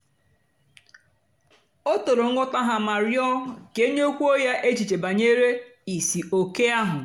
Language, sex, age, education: Igbo, female, 46-60, tertiary